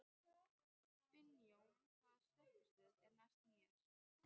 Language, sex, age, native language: Icelandic, female, 12, Icelandic